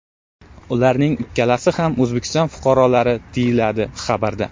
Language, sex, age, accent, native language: Uzbek, male, 18-24, Navoiy, Uzbek